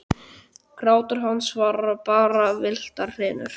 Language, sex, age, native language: Icelandic, male, 12, Icelandic